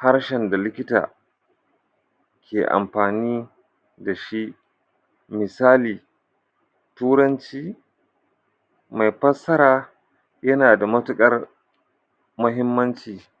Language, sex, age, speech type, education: Hausa, male, 46-60, spontaneous, tertiary